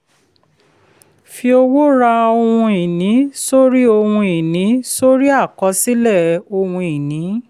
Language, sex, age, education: Yoruba, female, 30-45, tertiary